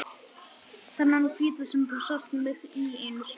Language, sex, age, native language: Icelandic, male, 11, Icelandic